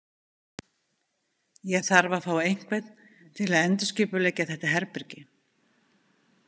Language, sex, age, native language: Icelandic, female, 50-59, Icelandic